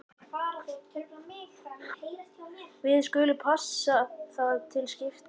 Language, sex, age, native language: Icelandic, male, 11, Icelandic